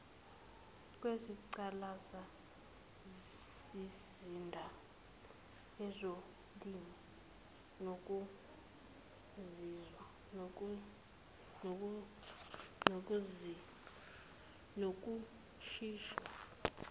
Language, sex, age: Zulu, female, 19